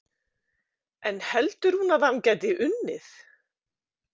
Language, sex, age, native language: Icelandic, female, 50-59, Icelandic